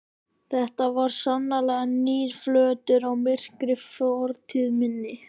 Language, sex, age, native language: Icelandic, male, 13, Icelandic